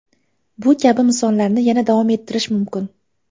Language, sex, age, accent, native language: Uzbek, female, 18-24, Farg'ona, Uzbek